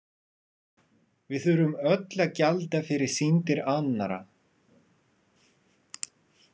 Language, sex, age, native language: Icelandic, male, 30-39, Russian